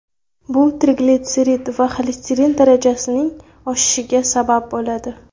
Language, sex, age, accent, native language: Uzbek, female, 19-29, Toshkent shahri, Uzbek